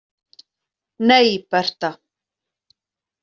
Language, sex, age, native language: Icelandic, female, 40-49, Icelandic